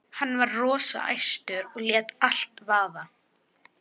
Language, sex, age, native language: Icelandic, female, 11, Icelandic